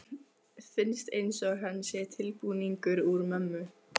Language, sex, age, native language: Icelandic, female, 15, Icelandic